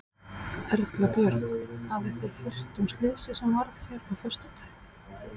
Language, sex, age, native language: Icelandic, female, 30-39, Icelandic